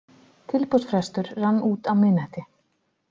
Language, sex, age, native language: Icelandic, female, 40-49, Icelandic